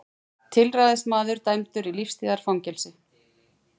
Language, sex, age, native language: Icelandic, female, 40-49, Icelandic